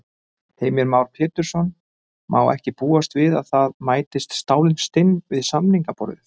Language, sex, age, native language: Icelandic, male, 30-39, Icelandic